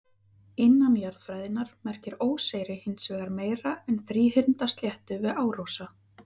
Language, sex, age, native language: Icelandic, female, 30-39, Icelandic